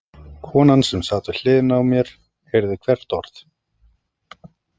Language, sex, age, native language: Icelandic, male, 30-39, Icelandic